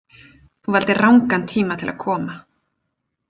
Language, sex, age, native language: Icelandic, female, 40-49, Icelandic